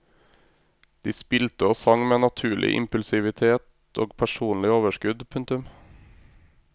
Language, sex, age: Norwegian, male, 26